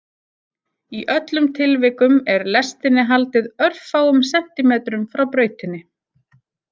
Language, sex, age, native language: Icelandic, female, 30-39, Icelandic